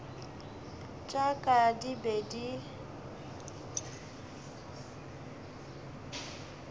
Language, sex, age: Northern Sotho, male, 21